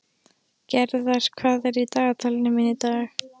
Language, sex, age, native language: Icelandic, female, 13, Icelandic